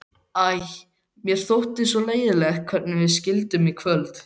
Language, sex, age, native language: Icelandic, male, 12, Icelandic